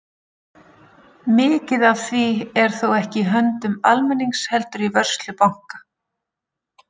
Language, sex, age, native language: Icelandic, female, 40-49, Icelandic